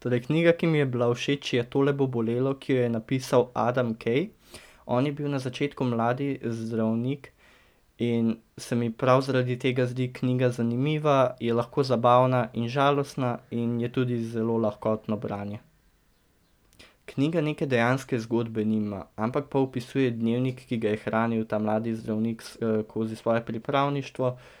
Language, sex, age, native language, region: Slovenian, male, 18-29, Slovenian, Central Slovenia